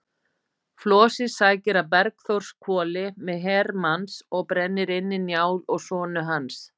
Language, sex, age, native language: Icelandic, female, 50-59, Icelandic